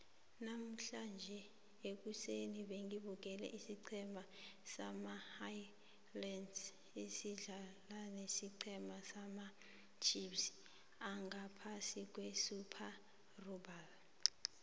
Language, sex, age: South Ndebele, female, 23